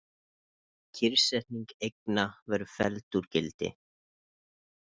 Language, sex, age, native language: Icelandic, male, 20-29, Icelandic